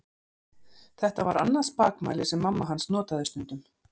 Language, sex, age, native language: Icelandic, female, 40-49, Icelandic